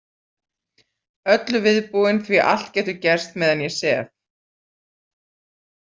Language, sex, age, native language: Icelandic, female, 40-49, Icelandic